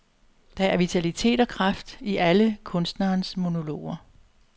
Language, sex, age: Danish, female, 62